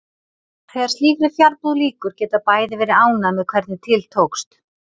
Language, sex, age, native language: Icelandic, female, 30-39, Icelandic